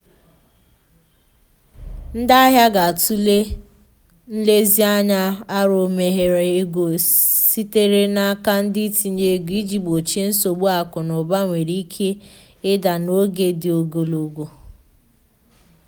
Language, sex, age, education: Igbo, female, 15-29, tertiary